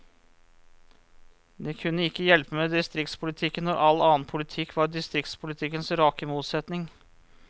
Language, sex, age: Norwegian, male, 34